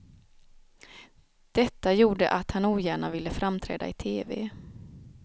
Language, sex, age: Swedish, female, 36